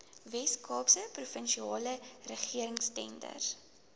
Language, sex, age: Afrikaans, female, 19